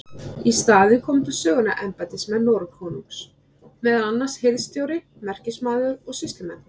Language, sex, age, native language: Icelandic, female, 30-39, Icelandic